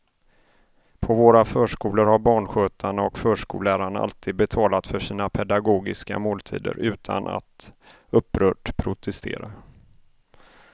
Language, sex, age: Swedish, male, 31